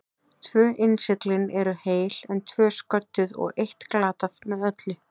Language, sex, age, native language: Icelandic, female, 30-39, Icelandic